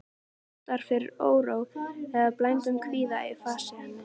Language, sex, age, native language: Icelandic, female, 13, Icelandic